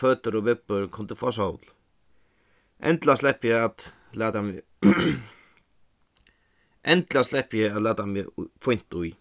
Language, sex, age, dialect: Faroese, male, 15-35, Suðuroy